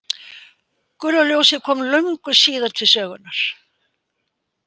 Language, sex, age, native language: Icelandic, female, 80-89, Icelandic